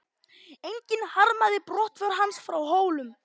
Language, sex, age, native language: Icelandic, male, 11, Icelandic